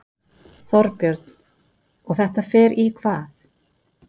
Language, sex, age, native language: Icelandic, female, 50-59, Icelandic